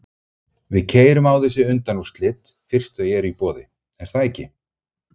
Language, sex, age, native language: Icelandic, male, 30-39, Icelandic